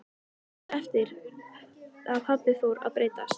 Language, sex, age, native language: Icelandic, female, 13, Icelandic